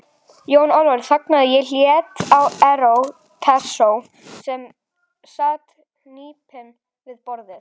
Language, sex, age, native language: Icelandic, female, 18-19, Icelandic